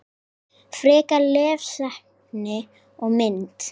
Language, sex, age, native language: Icelandic, female, 10, Icelandic